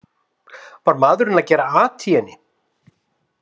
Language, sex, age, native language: Icelandic, male, 50-59, Icelandic